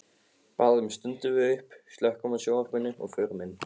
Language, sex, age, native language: Icelandic, male, 15, Icelandic